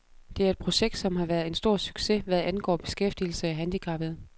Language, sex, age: Danish, female, 32